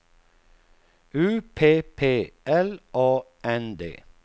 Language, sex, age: Swedish, male, 48